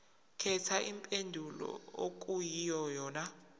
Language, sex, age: Zulu, male, 23